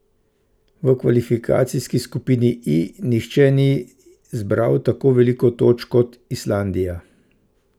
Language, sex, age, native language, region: Slovenian, male, 50-59, Slovenian, Central Slovenia